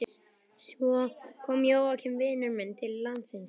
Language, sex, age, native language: Icelandic, male, 11, Icelandic